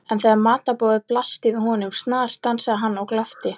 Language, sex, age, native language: Icelandic, female, 11, Icelandic